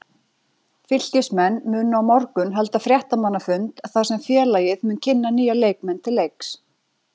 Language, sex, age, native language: Icelandic, female, 40-49, Icelandic